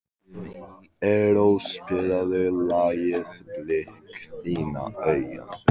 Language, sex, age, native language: Icelandic, male, 15, Icelandic